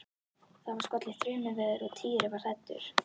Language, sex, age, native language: Icelandic, female, 11, Icelandic